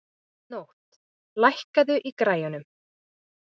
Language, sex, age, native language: Icelandic, female, 20-29, Icelandic